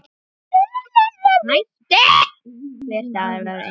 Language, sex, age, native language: Icelandic, female, 9, Icelandic